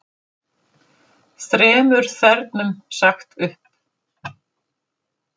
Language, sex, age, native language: Icelandic, female, 50-59, Icelandic